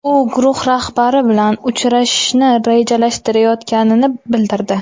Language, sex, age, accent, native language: Uzbek, female, 19-29, Toshkent shahri, Uzbek